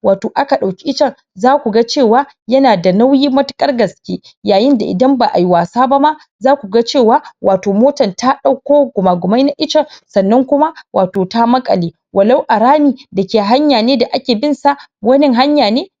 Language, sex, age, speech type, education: Hausa, male, 15-29, spontaneous, primary